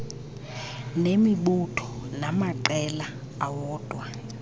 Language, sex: Xhosa, female